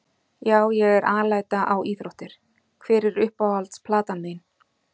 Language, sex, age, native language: Icelandic, female, 40-49, Icelandic